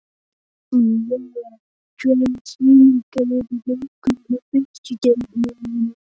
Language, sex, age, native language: Icelandic, male, 12, Icelandic